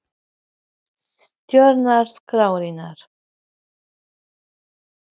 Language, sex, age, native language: Icelandic, female, 30-39, Icelandic